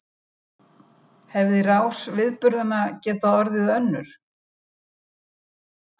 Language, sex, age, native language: Icelandic, female, 70-79, Icelandic